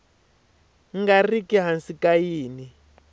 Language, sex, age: Tsonga, male, 23